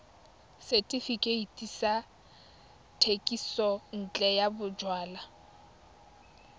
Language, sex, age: Tswana, female, 21